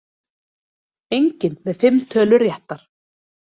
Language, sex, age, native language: Icelandic, female, 30-39, Icelandic